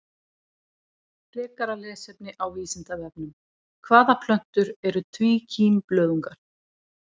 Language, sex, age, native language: Icelandic, female, 30-39, Icelandic